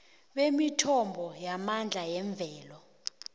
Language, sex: South Ndebele, female